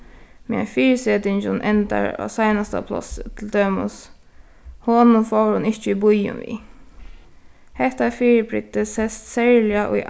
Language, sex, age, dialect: Faroese, female, 15-35, Suðuroy